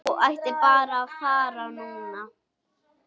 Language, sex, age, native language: Icelandic, female, 9, Icelandic